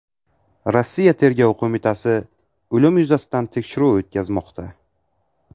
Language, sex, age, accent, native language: Uzbek, male, 18-24, Navoiy, Uzbek